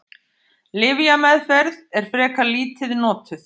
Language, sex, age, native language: Icelandic, female, 50-59, Icelandic